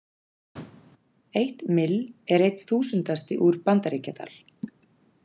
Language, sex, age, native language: Icelandic, female, 40-49, Icelandic